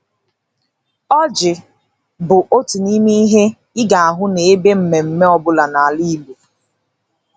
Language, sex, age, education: Igbo, female, 15-29, tertiary